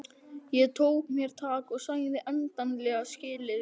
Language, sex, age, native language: Icelandic, male, 12, Icelandic